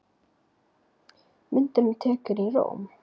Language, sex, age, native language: Icelandic, female, 9, Icelandic